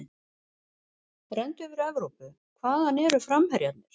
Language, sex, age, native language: Icelandic, female, 50-59, Icelandic